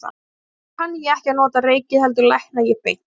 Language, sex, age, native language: Icelandic, female, 20-29, Icelandic